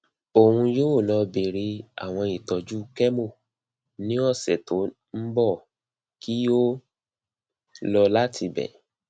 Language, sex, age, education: Yoruba, male, 30-45, tertiary